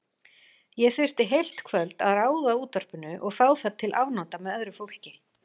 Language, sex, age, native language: Icelandic, female, 40-49, Icelandic